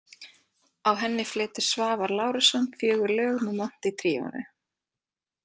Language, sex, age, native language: Icelandic, female, 20-29, Icelandic